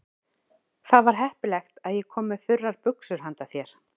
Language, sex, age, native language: Icelandic, female, 40-49, Icelandic